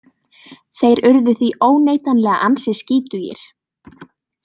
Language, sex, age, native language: Icelandic, female, 18-19, Icelandic